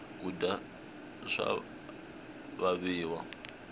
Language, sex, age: Tsonga, male, 21